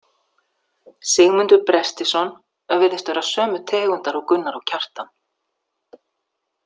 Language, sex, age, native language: Icelandic, female, 60-69, Icelandic